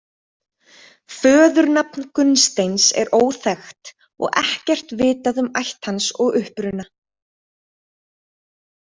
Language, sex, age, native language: Icelandic, female, 30-39, Icelandic